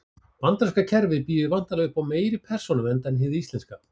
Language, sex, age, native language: Icelandic, male, 40-49, Icelandic